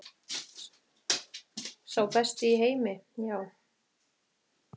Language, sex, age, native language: Icelandic, female, 30-39, Icelandic